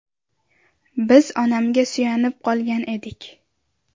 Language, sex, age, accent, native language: Uzbek, female, under 19, Andijon, Uzbek